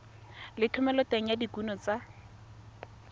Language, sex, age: Tswana, female, 18